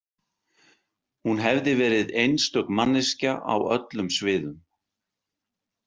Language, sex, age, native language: Icelandic, male, 60-69, Icelandic